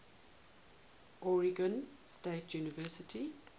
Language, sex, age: English, female, 18